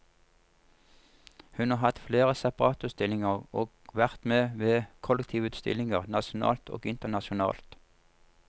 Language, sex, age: Norwegian, male, 47